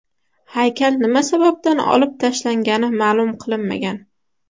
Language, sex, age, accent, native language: Uzbek, female, under 19, Toshkent shahri, Uzbek